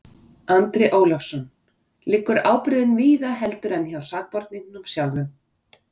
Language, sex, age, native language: Icelandic, female, 40-49, Icelandic